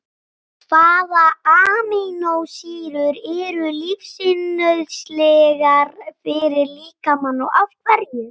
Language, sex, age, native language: Icelandic, female, 18-19, Icelandic